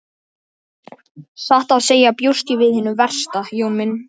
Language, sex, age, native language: Icelandic, male, 12, Icelandic